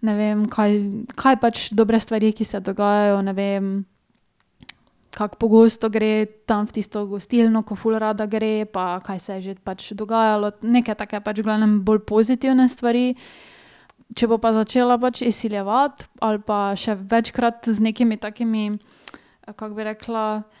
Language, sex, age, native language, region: Slovenian, female, 18-29, Slovenian, Drava region